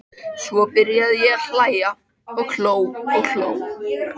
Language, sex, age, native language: Icelandic, male, 13, Icelandic